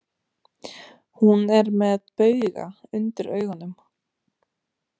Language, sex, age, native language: Icelandic, female, 30-39, Romanian